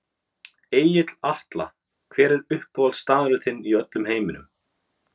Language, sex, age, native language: Icelandic, male, 30-39, Icelandic